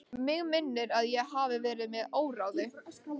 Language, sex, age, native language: Icelandic, female, 13, Icelandic